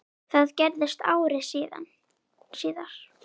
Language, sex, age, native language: Icelandic, female, 9, Icelandic